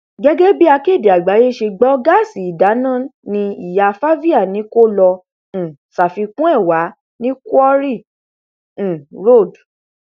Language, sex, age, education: Yoruba, female, 15-29, tertiary